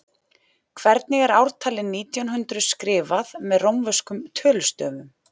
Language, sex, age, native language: Icelandic, female, 40-49, Icelandic